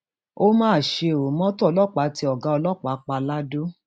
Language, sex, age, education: Yoruba, female, 46-60, tertiary